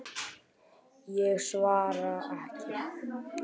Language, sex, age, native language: Icelandic, male, 10, Icelandic